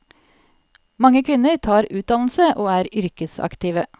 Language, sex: Norwegian, female